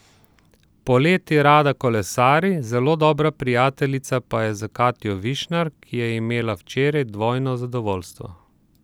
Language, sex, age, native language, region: Slovenian, male, 30-49, Slovenian, Southeast Slovenia